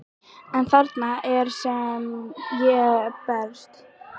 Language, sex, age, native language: Icelandic, female, 12, Icelandic